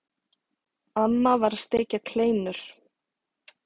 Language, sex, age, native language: Icelandic, female, 40-49, Icelandic